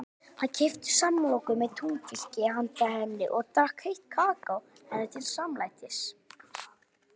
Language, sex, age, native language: Icelandic, male, 20-29, Icelandic